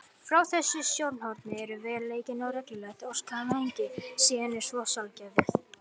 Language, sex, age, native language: Icelandic, female, 50-59, Icelandic